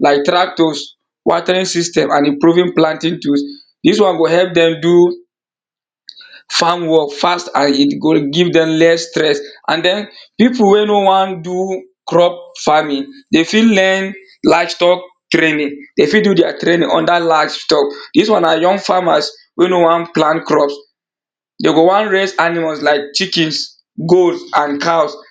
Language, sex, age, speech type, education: Nigerian Pidgin, male, 30-45, spontaneous, tertiary